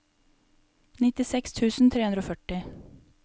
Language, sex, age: Norwegian, female, 28